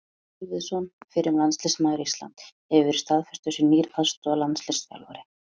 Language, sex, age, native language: Icelandic, female, 30-39, Icelandic